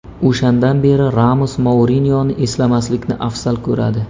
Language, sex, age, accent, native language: Uzbek, male, 25-34, Samarqand, Uzbek